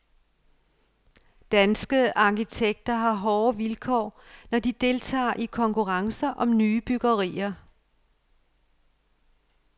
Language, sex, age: Danish, female, 55